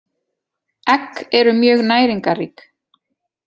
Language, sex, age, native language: Icelandic, female, 40-49, Icelandic